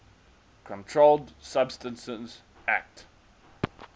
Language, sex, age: English, male, 19